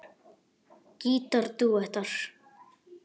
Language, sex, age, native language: Icelandic, male, 9, Icelandic